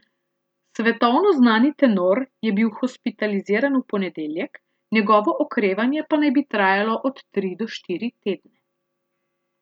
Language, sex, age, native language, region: Slovenian, female, 30-49, Slovenian, Central Slovenia